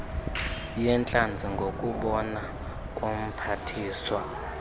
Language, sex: Xhosa, male